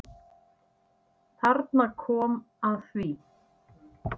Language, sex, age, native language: Icelandic, female, 9, Icelandic